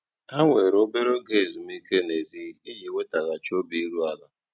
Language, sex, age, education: Igbo, male, 30-45, tertiary